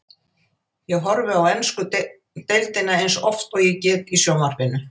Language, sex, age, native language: Icelandic, female, 80-89, Icelandic